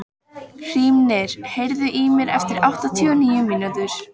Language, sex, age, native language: Icelandic, female, 14, Icelandic